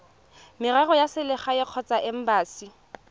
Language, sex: Tswana, female